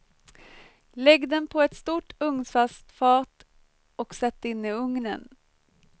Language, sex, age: Swedish, female, 23